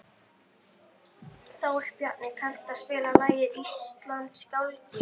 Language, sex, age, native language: Icelandic, male, 12, Icelandic